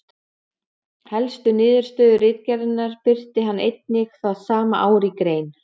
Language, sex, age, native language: Icelandic, female, 40-49, Icelandic